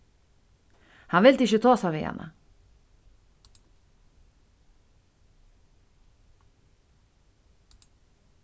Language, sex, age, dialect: Faroese, female, 36-60, Suðurstreymoy